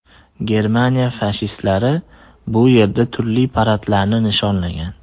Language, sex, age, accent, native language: Uzbek, male, 18-24, Andijon, Uzbek